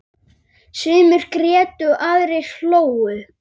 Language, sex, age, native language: Icelandic, male, 8, Icelandic